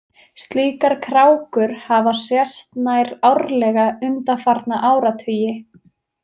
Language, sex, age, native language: Icelandic, female, 20-29, Icelandic